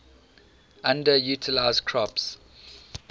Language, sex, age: English, male, 18